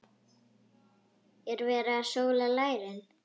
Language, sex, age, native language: Icelandic, female, 9, Icelandic